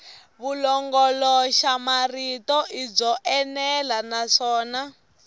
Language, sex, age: Tsonga, female, 18